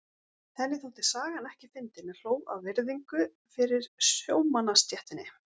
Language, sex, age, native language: Icelandic, female, 40-49, Icelandic